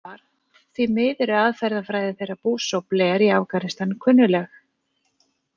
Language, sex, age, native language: Icelandic, female, 40-49, Icelandic